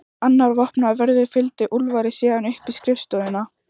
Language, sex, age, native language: Icelandic, female, 14, Icelandic